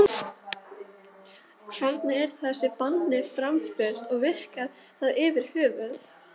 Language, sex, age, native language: Icelandic, female, 12, Icelandic